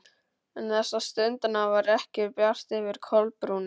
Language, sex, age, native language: Icelandic, male, 12, Icelandic